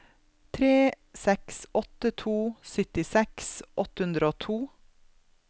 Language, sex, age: Norwegian, female, 32